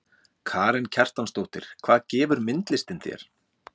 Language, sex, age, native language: Icelandic, male, 40-49, Icelandic